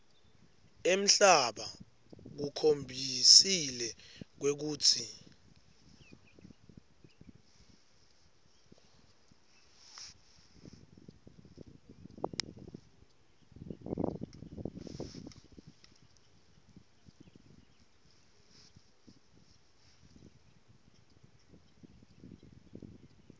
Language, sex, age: Swati, male, 21